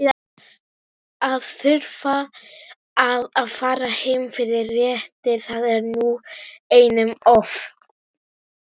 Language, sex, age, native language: Icelandic, female, 18-19, Icelandic